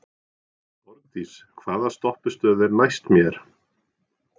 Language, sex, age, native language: Icelandic, male, 40-49, Norwegian